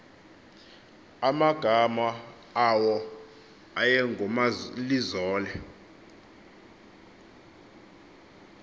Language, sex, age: Xhosa, male, 24